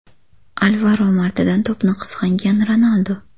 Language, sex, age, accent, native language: Uzbek, female, under 19, Farg'ona, Uzbek